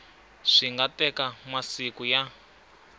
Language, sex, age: Tsonga, male, 25